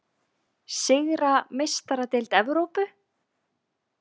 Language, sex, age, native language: Icelandic, female, 20-29, Icelandic